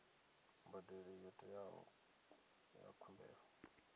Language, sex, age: Venda, male, 27